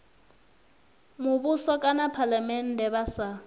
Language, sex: Venda, female